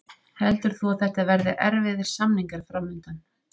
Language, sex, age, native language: Icelandic, female, 30-39, Icelandic